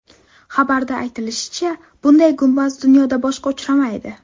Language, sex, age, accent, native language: Uzbek, female, 12-17, Navoiy, Uzbek